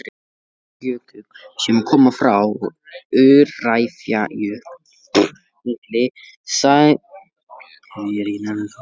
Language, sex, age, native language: Icelandic, male, 14, Icelandic